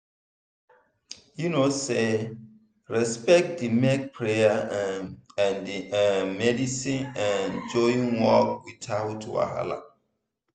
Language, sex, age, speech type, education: Nigerian Pidgin, male, 15-29, spontaneous, tertiary